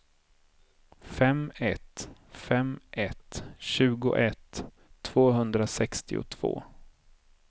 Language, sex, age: Swedish, male, 30